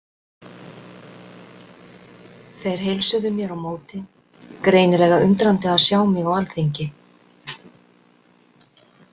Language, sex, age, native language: Icelandic, female, 60-69, Icelandic